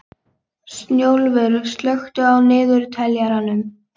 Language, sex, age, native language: Icelandic, female, 18-19, Icelandic